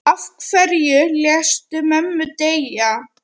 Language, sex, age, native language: Icelandic, female, 9, Icelandic